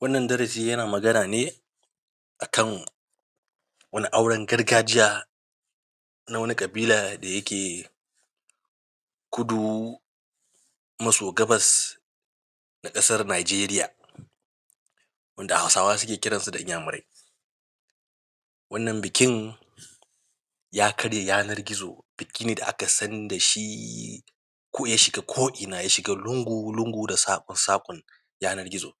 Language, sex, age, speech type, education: Hausa, male, 30-45, spontaneous, primary